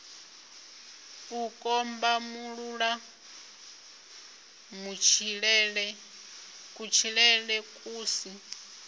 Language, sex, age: Venda, female, 25